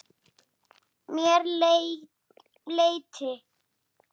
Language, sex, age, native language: Icelandic, female, 8, Icelandic